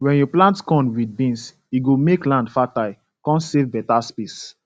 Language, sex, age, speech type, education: Nigerian Pidgin, male, 15-29, spontaneous, secondary